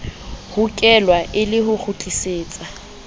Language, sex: Southern Sotho, female